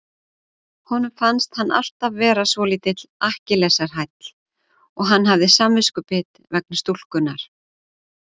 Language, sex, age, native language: Icelandic, female, 40-49, Icelandic